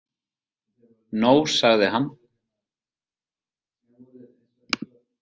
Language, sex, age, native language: Icelandic, male, 40-49, Icelandic